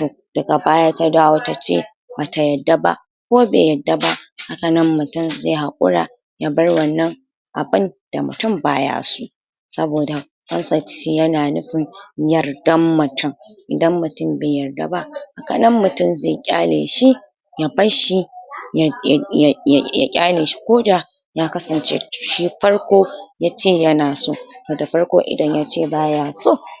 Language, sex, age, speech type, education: Hausa, female, 60+, spontaneous, tertiary